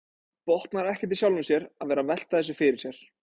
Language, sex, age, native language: Icelandic, male, 20-29, Icelandic